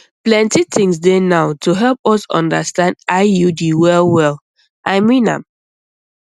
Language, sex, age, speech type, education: Nigerian Pidgin, female, 15-29, spontaneous, secondary